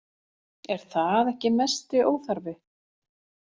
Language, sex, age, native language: Icelandic, female, 40-49, Icelandic